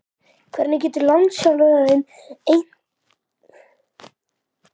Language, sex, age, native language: Icelandic, male, 12, Icelandic